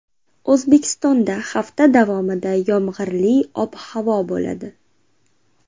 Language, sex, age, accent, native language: Uzbek, female, 18-24, Andijon, Uzbek